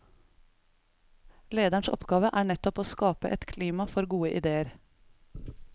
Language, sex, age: Norwegian, female, 33